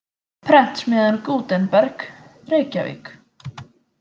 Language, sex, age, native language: Icelandic, female, 20-29, Icelandic